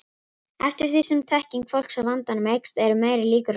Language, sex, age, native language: Icelandic, female, 18-19, Icelandic